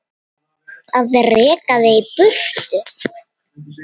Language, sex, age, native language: Icelandic, female, 8, Icelandic